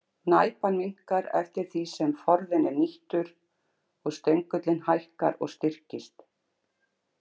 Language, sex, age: Icelandic, female, 60-69